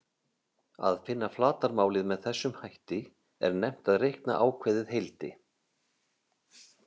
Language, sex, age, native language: Icelandic, male, 50-59, Icelandic